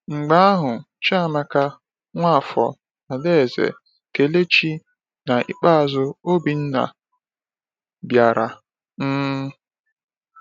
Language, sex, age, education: Igbo, male, 15-29, tertiary